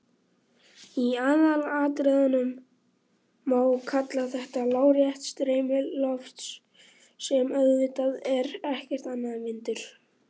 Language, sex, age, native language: Icelandic, male, 18-19, Icelandic